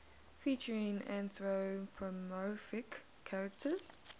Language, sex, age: English, female, 19